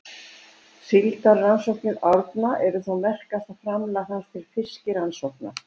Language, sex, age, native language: Icelandic, female, 70-79, Icelandic